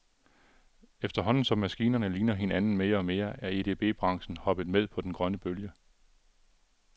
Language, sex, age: Danish, male, 42